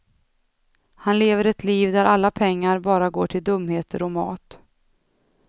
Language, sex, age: Swedish, female, 32